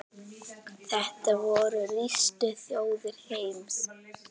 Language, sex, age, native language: Icelandic, female, 9, Icelandic